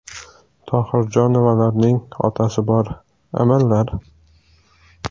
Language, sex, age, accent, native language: Uzbek, male, 18-24, Samarqand, Uzbek